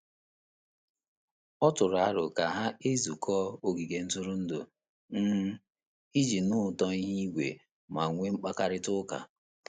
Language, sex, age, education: Igbo, male, 30-45, tertiary